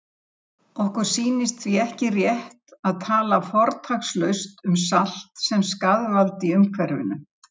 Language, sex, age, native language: Icelandic, female, 70-79, Icelandic